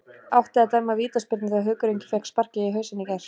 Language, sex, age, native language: Icelandic, female, 30-39, Icelandic